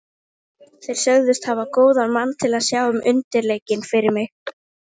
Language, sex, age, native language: Icelandic, female, 18-19, Icelandic